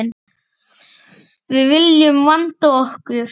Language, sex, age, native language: Icelandic, male, 9, Icelandic